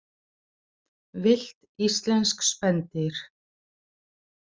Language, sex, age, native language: Icelandic, female, 40-49, Icelandic